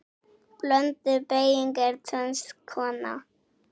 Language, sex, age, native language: Icelandic, female, 6, Icelandic